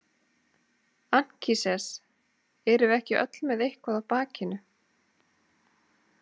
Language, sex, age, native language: Icelandic, female, 30-39, Icelandic